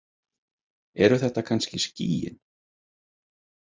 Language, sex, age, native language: Icelandic, male, 30-39, Icelandic